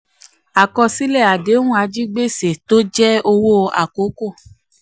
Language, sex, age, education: Yoruba, female, 15-29, tertiary